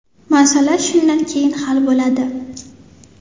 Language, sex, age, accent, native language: Uzbek, female, 19-29, Toshkent shahri, Uzbek